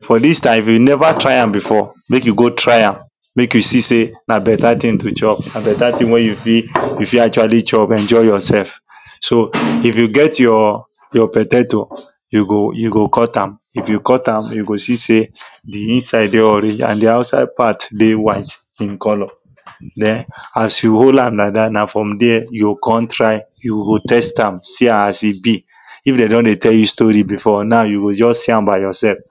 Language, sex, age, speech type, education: Nigerian Pidgin, male, 15-29, spontaneous, tertiary